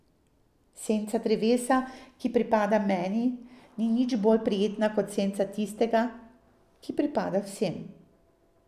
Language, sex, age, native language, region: Slovenian, female, 50-59, Slovenian, Drava region